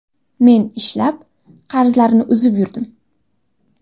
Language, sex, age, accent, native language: Uzbek, female, under 19, Andijon, Uzbek